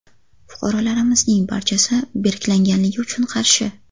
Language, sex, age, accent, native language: Uzbek, female, under 19, Farg'ona, Uzbek